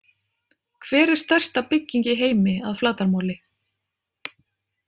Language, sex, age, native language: Icelandic, female, 30-39, Icelandic